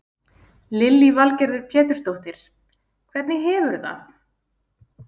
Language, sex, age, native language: Icelandic, female, 20-29, Icelandic